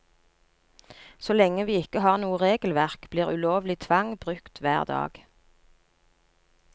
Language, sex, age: Norwegian, female, 39